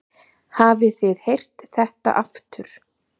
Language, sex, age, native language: Icelandic, male, 8, Icelandic